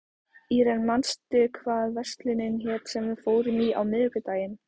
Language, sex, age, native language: Icelandic, female, 14, Icelandic